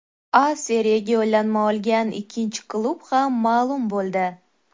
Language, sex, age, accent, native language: Uzbek, female, 19-29, Toshkent shahri, Uzbek